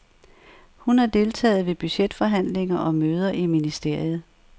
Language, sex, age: Danish, female, 64